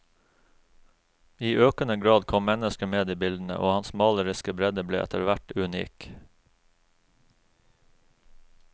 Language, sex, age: Norwegian, male, 36